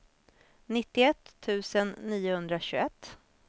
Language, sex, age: Swedish, female, 26